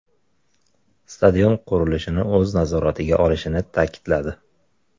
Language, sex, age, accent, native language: Uzbek, male, 19-29, Samarqand, Uzbek